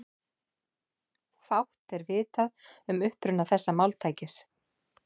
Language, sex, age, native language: Icelandic, female, 40-49, Icelandic